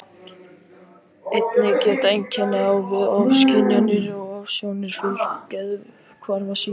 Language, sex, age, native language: Icelandic, other, 18-19, Icelandic